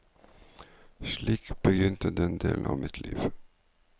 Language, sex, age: Norwegian, male, 49